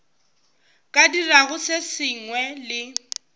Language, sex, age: Northern Sotho, female, 18